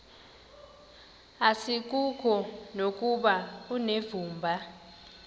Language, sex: Xhosa, male